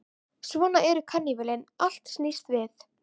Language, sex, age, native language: Icelandic, female, 11, Icelandic